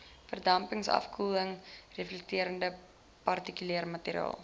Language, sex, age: Afrikaans, female, 20